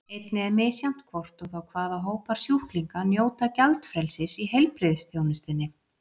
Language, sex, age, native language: Icelandic, female, 40-49, Icelandic